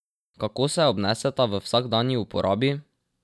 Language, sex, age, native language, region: Slovenian, male, 12-17, Slovenian, Drava region